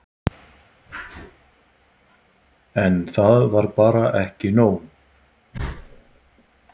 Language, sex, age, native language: Icelandic, male, 50-59, Icelandic